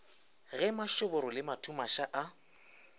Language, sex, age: Northern Sotho, male, 24